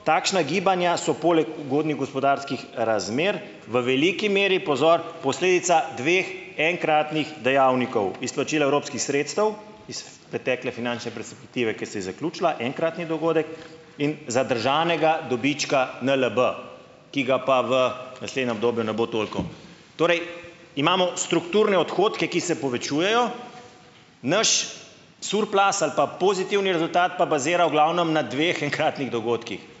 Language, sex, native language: Slovenian, male, Slovenian